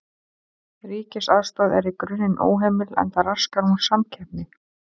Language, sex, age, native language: Icelandic, female, 30-39, Icelandic